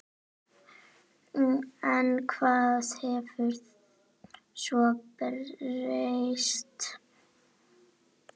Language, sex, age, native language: Icelandic, female, 9, Icelandic